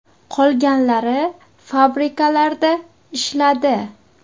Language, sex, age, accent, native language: Uzbek, female, 19-29, Surxondaryo, Uzbek